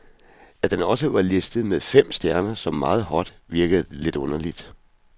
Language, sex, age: Danish, male, 41